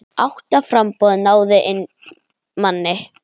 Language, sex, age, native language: Icelandic, female, 10, Icelandic